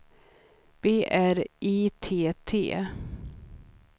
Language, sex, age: Swedish, female, 39